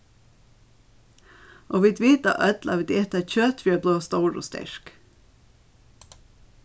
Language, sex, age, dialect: Faroese, female, 36-60, Suðurstreymoy